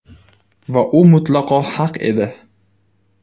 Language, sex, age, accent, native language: Uzbek, male, 18-24, Surxondaryo, Uzbek